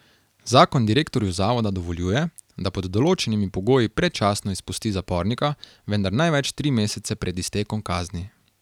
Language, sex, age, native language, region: Slovenian, male, 18-29, Slovenian, Carinthia region